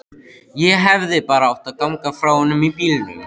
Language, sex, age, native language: Icelandic, male, 13, Icelandic